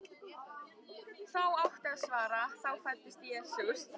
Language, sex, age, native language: Icelandic, female, 13, Icelandic